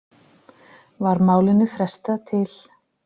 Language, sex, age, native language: Icelandic, female, 40-49, Icelandic